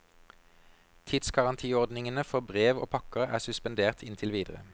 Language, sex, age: Norwegian, male, 32